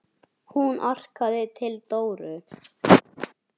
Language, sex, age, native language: Icelandic, male, 9, Icelandic